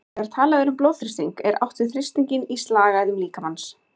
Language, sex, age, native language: Icelandic, female, 30-39, Icelandic